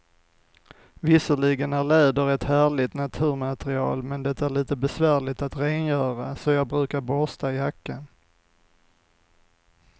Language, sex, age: Swedish, male, 45